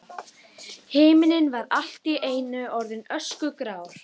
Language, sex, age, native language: Icelandic, female, 12, Icelandic